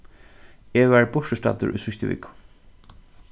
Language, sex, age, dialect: Faroese, male, 36-60, Suðurstreymoy